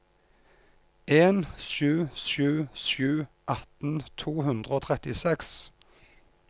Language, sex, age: Norwegian, male, 34